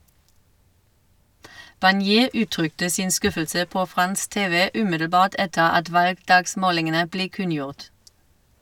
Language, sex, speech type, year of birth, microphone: Norwegian, female, read, 1971, Shure